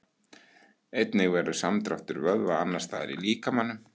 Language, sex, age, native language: Icelandic, male, 18-19, Icelandic